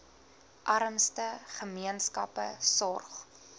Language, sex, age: Afrikaans, female, 20